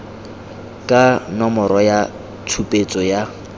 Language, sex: Tswana, male